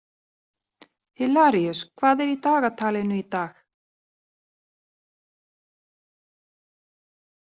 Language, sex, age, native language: Icelandic, female, 40-49, Icelandic